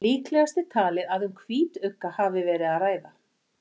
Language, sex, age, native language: Icelandic, female, 40-49, Icelandic